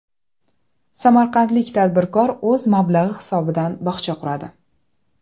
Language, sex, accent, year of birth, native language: Uzbek, female, Toshkent shahri, 1994, Uzbek